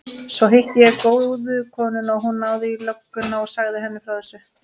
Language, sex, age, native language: Icelandic, female, 30-39, Icelandic